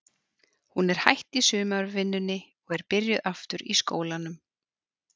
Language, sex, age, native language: Icelandic, female, 40-49, Icelandic